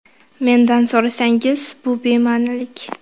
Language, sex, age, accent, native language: Uzbek, female, 19-29, Qashqadaryo, Uzbek